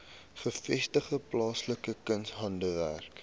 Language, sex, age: Afrikaans, male, 18